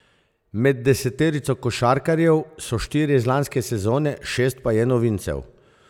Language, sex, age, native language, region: Slovenian, male, 50-59, Slovenian, Zasavska region